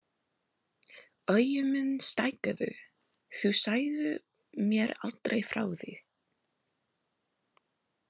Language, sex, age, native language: Icelandic, female, 20-29, English